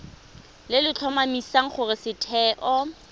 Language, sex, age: Tswana, female, 25